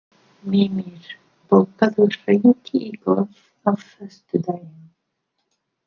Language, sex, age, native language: Icelandic, female, 50-59, English